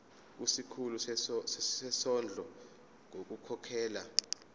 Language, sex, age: Zulu, male, 25